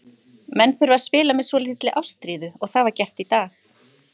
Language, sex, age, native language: Icelandic, female, 50-59, Icelandic